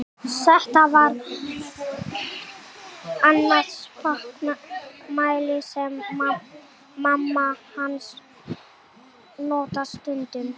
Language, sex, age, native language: Icelandic, female, 30-39, Icelandic